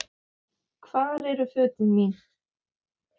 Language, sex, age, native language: Icelandic, female, 9, Icelandic